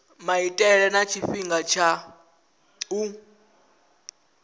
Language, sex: Venda, male